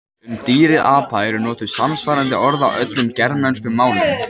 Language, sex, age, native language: Icelandic, male, 18-19, Icelandic